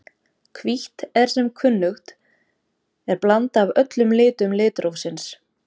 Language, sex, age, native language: Icelandic, female, 20-29, Icelandic